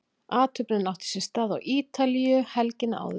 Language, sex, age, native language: Icelandic, female, 40-49, Icelandic